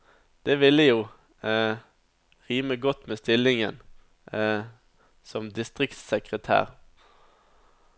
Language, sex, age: Norwegian, male, 27